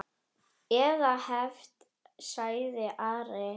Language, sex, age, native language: Icelandic, female, 10, Icelandic